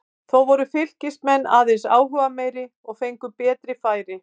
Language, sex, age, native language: Icelandic, female, 50-59, Icelandic